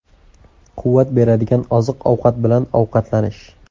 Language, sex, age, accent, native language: Uzbek, male, 18-24, Andijon, Uzbek